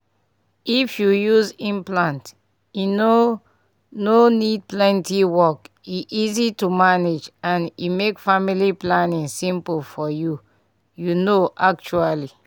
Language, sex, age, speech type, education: Nigerian Pidgin, female, 30-45, spontaneous, tertiary